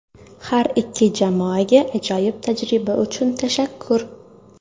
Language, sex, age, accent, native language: Uzbek, female, under 19, Toshkent shahri, Uzbek